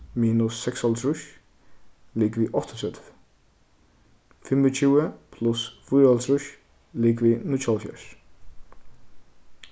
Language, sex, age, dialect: Faroese, male, 15-35, Suðurstreymoy